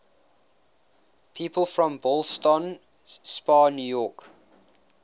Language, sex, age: English, male, 19